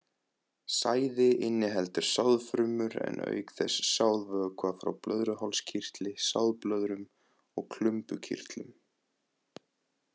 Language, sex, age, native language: Icelandic, male, 20-29, Icelandic